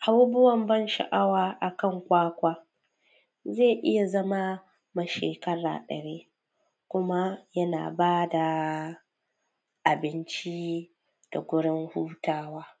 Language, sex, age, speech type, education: Hausa, female, 15-29, spontaneous, tertiary